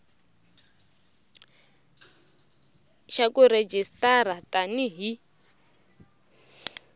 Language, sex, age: Tsonga, female, 24